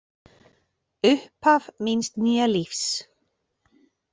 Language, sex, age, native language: Icelandic, female, 40-49, Icelandic